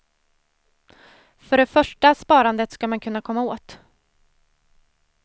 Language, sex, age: Swedish, female, 30